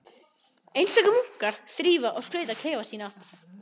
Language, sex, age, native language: Icelandic, female, 15, Icelandic